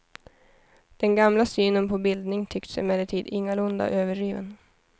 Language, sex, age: Swedish, female, 23